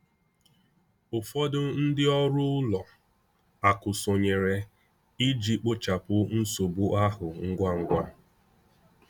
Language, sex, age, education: Igbo, male, 15-29, tertiary